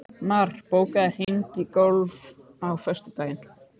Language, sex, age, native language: Icelandic, male, 15, Icelandic